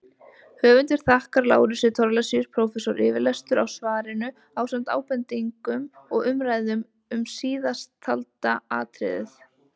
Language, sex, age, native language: Icelandic, female, 20-29, Icelandic